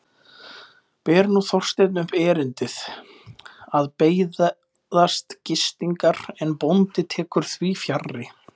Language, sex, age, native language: Icelandic, male, 20-29, Icelandic